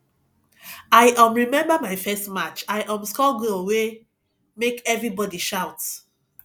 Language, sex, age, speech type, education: Nigerian Pidgin, female, 30-45, spontaneous, tertiary